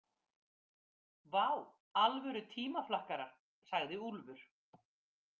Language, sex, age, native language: Icelandic, female, 50-59, Icelandic